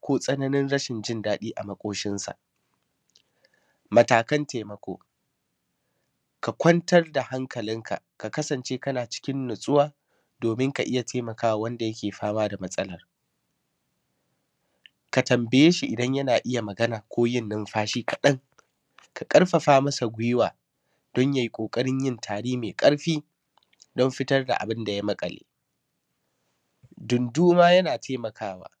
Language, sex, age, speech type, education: Hausa, male, 15-29, spontaneous, secondary